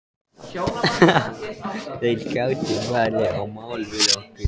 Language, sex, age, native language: Icelandic, male, 14, Icelandic